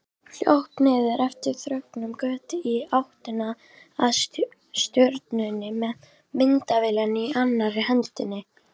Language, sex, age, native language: Icelandic, female, 18-19, Icelandic